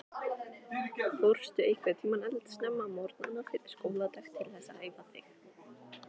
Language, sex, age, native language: Icelandic, female, 18-19, Icelandic